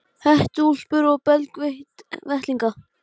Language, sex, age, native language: Icelandic, male, 12, Icelandic